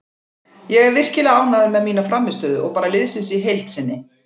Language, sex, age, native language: Icelandic, female, 40-49, Icelandic